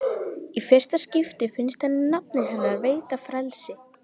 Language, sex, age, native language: Icelandic, female, 11, Icelandic